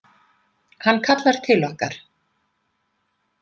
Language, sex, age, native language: Icelandic, female, 50-59, Icelandic